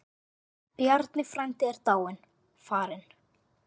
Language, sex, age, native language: Icelandic, male, 8, Icelandic